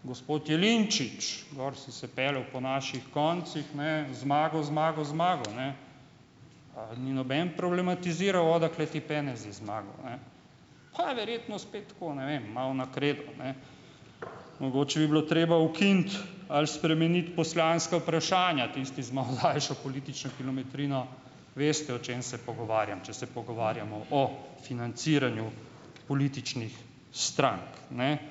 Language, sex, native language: Slovenian, male, Slovenian